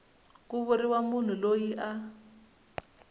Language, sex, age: Tsonga, female, 19